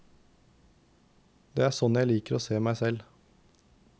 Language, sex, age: Norwegian, male, 19